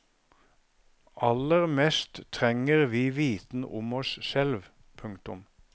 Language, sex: Norwegian, male